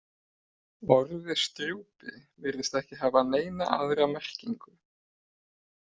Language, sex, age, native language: Icelandic, male, 30-39, Icelandic